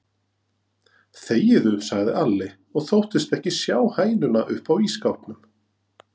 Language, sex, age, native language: Icelandic, male, 40-49, Norwegian